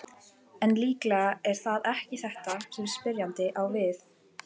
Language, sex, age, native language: Icelandic, female, 18-19, Icelandic